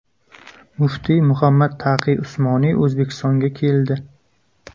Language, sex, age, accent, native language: Uzbek, male, 25-34, Jizzax, Uzbek